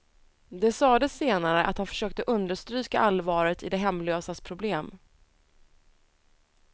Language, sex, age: Swedish, female, 30